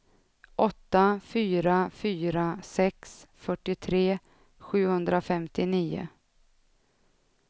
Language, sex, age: Swedish, female, 32